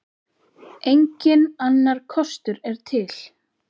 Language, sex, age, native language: Icelandic, male, 6, Icelandic